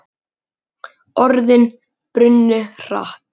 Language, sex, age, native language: Icelandic, male, 10, Icelandic